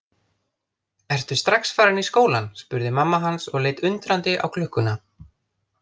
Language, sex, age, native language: Icelandic, other, 30-39, Icelandic